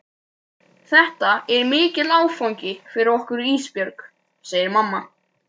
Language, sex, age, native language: Icelandic, male, 12, Icelandic